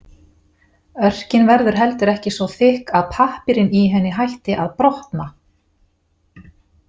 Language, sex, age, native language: Icelandic, female, 40-49, Icelandic